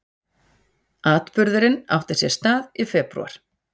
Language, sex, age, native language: Icelandic, female, 40-49, Icelandic